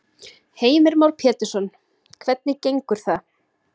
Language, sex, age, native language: Icelandic, female, 30-39, Icelandic